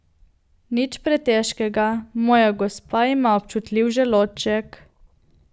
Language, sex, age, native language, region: Slovenian, female, 18-29, Slovenian, Coastal Karst region